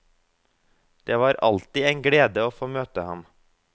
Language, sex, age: Norwegian, male, 24